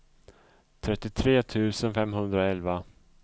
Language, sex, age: Swedish, male, 34